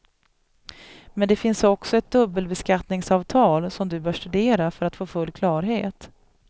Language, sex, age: Swedish, female, 37